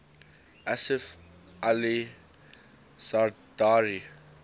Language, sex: English, male